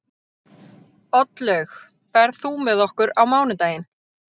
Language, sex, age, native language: Icelandic, female, 30-39, Icelandic